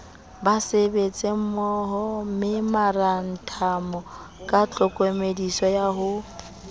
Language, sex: Southern Sotho, female